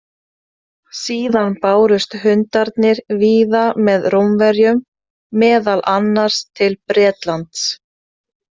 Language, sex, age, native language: Icelandic, female, 30-39, Icelandic